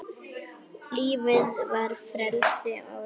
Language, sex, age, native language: Icelandic, female, 10, Icelandic